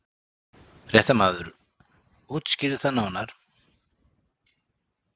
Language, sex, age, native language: Icelandic, male, 60-69, Icelandic